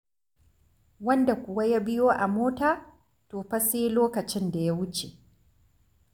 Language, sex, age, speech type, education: Hausa, female, 46-60, read, tertiary